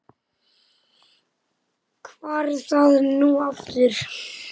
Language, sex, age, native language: Icelandic, male, 10, Icelandic